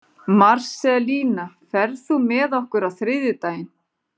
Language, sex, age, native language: Icelandic, female, 40-49, Icelandic